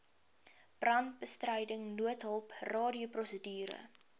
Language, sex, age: Afrikaans, female, 23